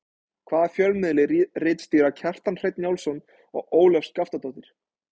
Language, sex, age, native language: Icelandic, male, 20-29, Icelandic